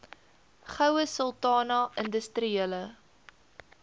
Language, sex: Afrikaans, female